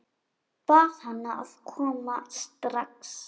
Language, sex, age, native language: Icelandic, female, 10, Icelandic